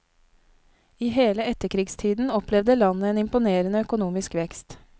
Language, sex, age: Norwegian, female, 31